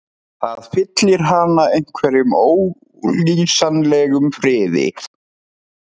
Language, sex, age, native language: Icelandic, male, 30-39, Icelandic